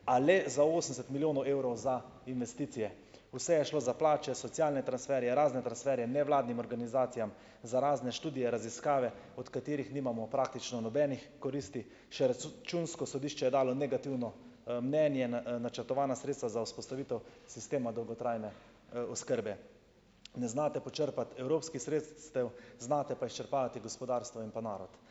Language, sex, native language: Slovenian, male, Slovenian